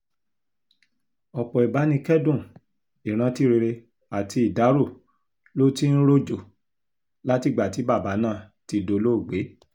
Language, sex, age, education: Yoruba, male, 46-60, tertiary